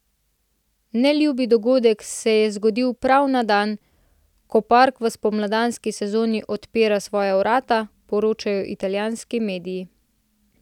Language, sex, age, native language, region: Slovenian, female, 18-29, Slovenian, Central Slovenia